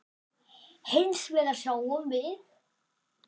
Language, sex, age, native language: Icelandic, male, 10, Icelandic